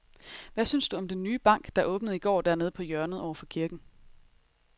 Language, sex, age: Danish, female, 30